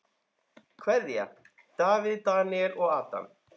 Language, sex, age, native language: Icelandic, male, 10, Icelandic